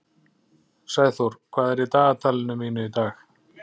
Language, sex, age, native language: Icelandic, male, 40-49, Icelandic